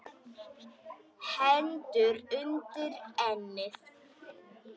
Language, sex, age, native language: Icelandic, female, 10, Icelandic